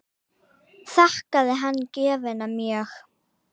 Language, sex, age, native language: Icelandic, female, 9, Icelandic